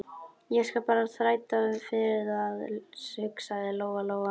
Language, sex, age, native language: Icelandic, female, 12, Icelandic